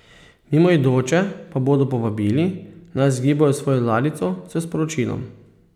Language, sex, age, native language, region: Slovenian, male, 30-49, Slovenian, Posavska region